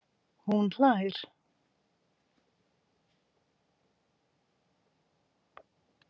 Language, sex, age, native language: Icelandic, female, 50-59, Icelandic